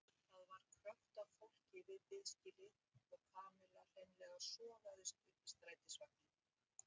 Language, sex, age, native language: Icelandic, female, 60-69, Icelandic